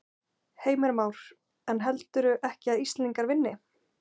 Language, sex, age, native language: Icelandic, female, 20-29, Icelandic